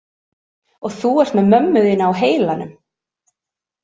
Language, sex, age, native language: Icelandic, female, 30-39, Icelandic